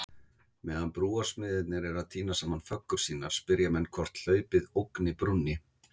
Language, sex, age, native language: Icelandic, male, 50-59, Icelandic